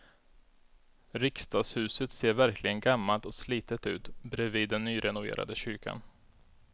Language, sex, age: Swedish, male, 32